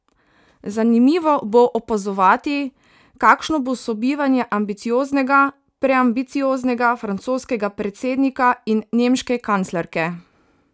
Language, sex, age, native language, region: Slovenian, female, 18-29, Slovenian, Savinja region